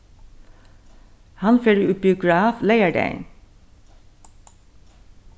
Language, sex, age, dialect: Faroese, female, 61+, Suðurstreymoy